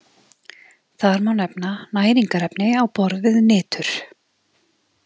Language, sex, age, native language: Icelandic, female, 30-39, Icelandic